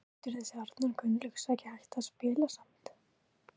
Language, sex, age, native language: Icelandic, female, 18-19, Icelandic